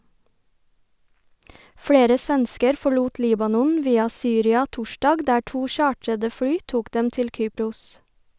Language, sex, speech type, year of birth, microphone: Norwegian, female, read, 1990, Sennheiser